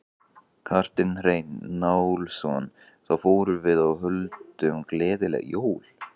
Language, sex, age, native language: Icelandic, male, 15, Icelandic